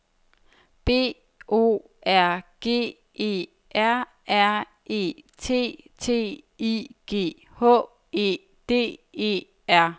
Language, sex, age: Danish, female, 30